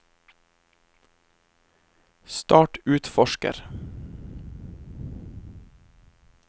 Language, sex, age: Norwegian, male, 23